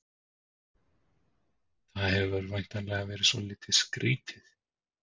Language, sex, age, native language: Icelandic, male, 40-49, Icelandic